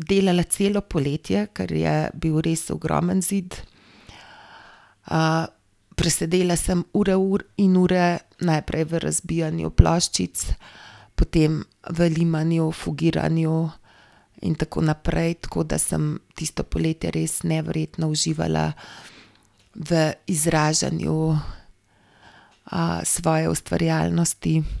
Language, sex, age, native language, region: Slovenian, female, 50-59, Slovenian, Gorenjska region